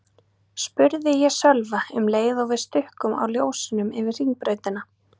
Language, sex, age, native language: Icelandic, female, 30-39, Icelandic